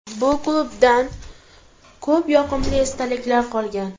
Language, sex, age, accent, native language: Uzbek, female, 18-24, Toshkent viloyati, Uzbek